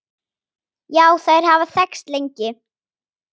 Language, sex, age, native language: Icelandic, female, 9, Icelandic